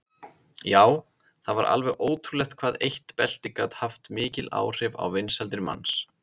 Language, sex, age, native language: Icelandic, male, 30-39, Icelandic